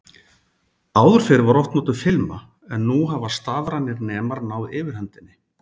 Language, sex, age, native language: Icelandic, male, 40-49, Icelandic